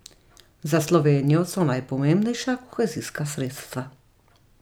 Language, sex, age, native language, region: Slovenian, female, 30-49, Slovenian, Gorica region